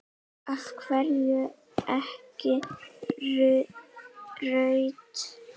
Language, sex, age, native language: Icelandic, female, 9, Icelandic